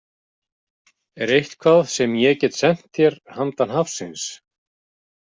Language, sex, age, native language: Icelandic, male, 50-59, Icelandic